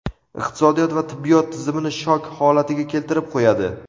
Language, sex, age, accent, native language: Uzbek, male, 18-24, Navoiy, Uzbek